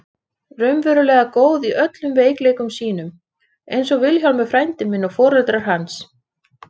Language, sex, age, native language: Icelandic, female, 30-39, Icelandic